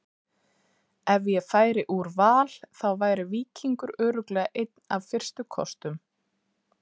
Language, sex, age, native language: Icelandic, female, 30-39, Icelandic